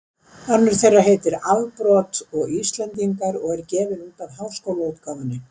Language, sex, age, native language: Icelandic, female, 70-79, Icelandic